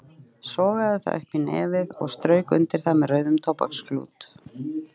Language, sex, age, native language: Icelandic, female, 30-39, Icelandic